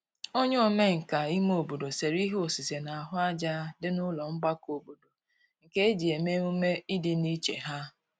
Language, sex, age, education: Igbo, female, 15-29, tertiary